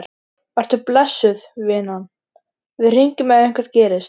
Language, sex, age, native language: Icelandic, male, 13, Icelandic